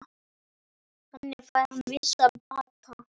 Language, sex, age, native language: Icelandic, male, 9, Icelandic